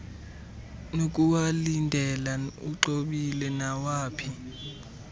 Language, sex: Xhosa, male